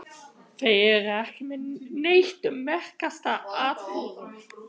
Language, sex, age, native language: Icelandic, male, 18-19, German